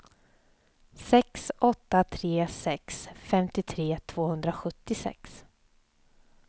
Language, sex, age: Swedish, female, 27